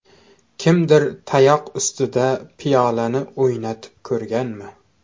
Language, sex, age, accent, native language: Uzbek, male, 18-24, Toshkent shahri, Uzbek